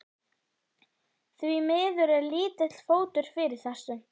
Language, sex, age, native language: Icelandic, female, 11, Icelandic